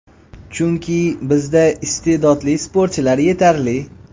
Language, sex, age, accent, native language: Uzbek, male, 25-34, Toshkent viloyati, Uzbek